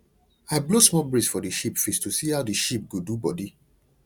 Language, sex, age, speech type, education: Nigerian Pidgin, male, 30-45, spontaneous, tertiary